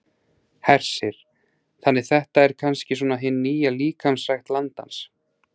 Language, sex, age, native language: Icelandic, male, 30-39, Icelandic